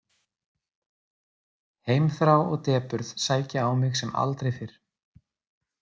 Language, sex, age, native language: Icelandic, male, 30-39, Icelandic